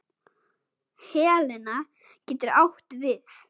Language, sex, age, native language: Icelandic, male, 9, Icelandic